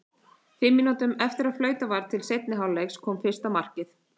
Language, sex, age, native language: Icelandic, female, 30-39, Icelandic